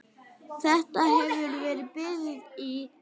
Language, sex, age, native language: Icelandic, female, 9, Icelandic